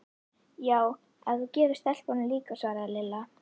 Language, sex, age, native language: Icelandic, female, 11, Icelandic